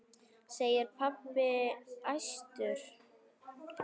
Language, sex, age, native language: Icelandic, female, 9, Icelandic